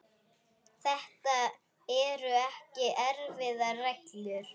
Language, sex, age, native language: Icelandic, female, 8, Icelandic